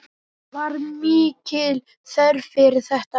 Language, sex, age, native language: Icelandic, male, 10, Icelandic